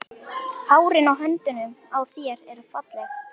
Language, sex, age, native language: Icelandic, male, 11, Icelandic